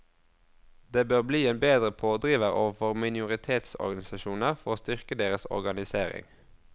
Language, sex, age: Norwegian, male, 22